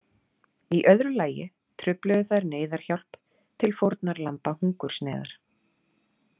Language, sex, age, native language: Icelandic, female, 30-39, Icelandic